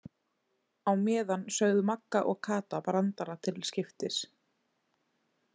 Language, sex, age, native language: Icelandic, female, 20-29, Icelandic